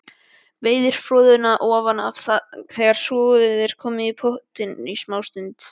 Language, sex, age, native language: Icelandic, male, 12, Icelandic